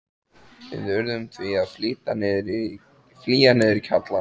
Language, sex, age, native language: Icelandic, male, 14, Icelandic